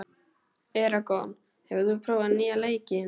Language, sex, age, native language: Icelandic, male, 12, Icelandic